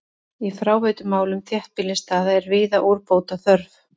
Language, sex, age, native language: Icelandic, female, 30-39, Icelandic